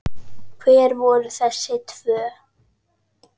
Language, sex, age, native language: Icelandic, female, 10, Icelandic